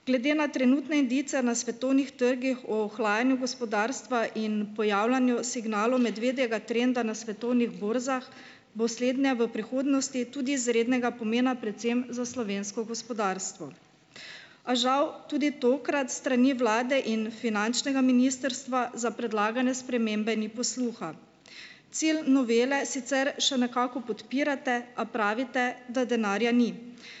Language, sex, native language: Slovenian, female, Slovenian